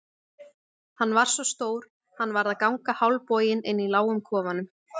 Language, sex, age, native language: Icelandic, female, 20-29, Icelandic